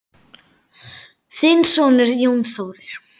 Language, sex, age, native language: Icelandic, male, 9, Icelandic